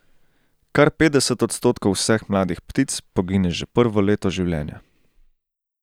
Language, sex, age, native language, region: Slovenian, male, 18-29, Slovenian, Central Slovenia